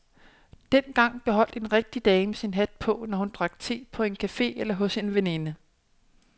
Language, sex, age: Danish, female, 27